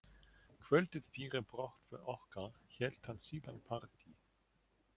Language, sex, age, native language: Icelandic, male, 40-49, German